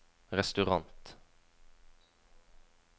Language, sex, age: Norwegian, female, 20